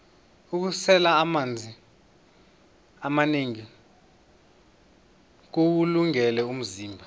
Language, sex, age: South Ndebele, male, 21